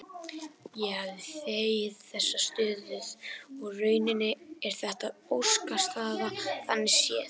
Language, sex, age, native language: Icelandic, male, 18-19, Icelandic